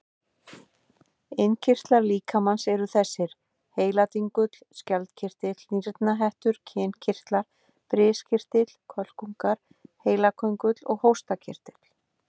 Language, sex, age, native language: Icelandic, female, 50-59, Icelandic